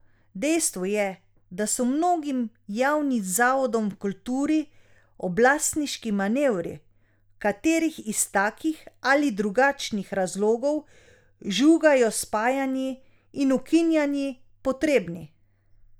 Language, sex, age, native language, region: Slovenian, female, 30-49, Slovenian, Drava region